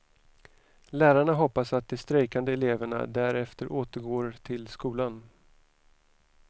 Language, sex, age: Swedish, male, 41